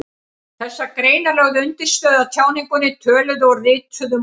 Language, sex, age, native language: Icelandic, female, 50-59, Icelandic